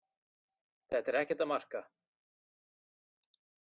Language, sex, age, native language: Icelandic, male, 40-49, Icelandic